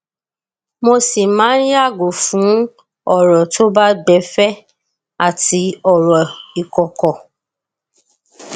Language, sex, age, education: Yoruba, female, 30-45, tertiary